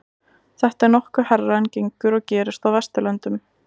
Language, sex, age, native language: Icelandic, female, 20-29, Icelandic